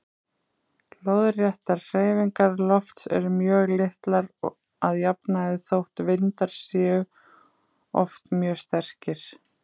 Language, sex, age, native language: Icelandic, female, 30-39, Icelandic